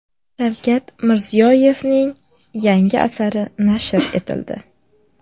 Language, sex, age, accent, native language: Uzbek, female, 18-24, Samarqand, Uzbek